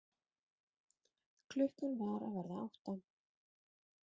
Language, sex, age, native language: Icelandic, female, 30-39, Icelandic